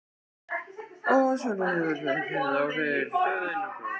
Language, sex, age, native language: Icelandic, male, 14, Icelandic